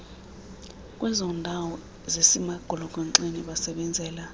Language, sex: Xhosa, female